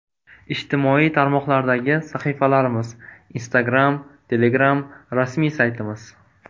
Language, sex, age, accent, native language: Uzbek, male, 18-24, Toshkent viloyati, Uzbek